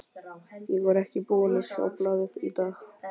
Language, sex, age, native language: Icelandic, male, 12, Icelandic